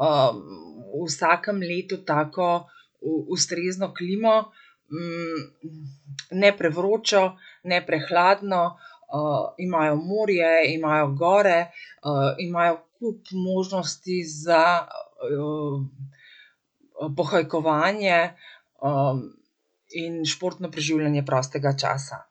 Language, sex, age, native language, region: Slovenian, female, 50-59, Slovenian, Central Slovenia